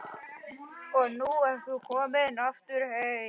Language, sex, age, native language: Icelandic, male, 11, Icelandic